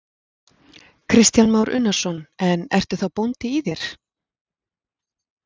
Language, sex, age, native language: Icelandic, female, 40-49, Icelandic